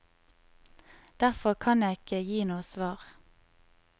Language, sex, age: Norwegian, female, 25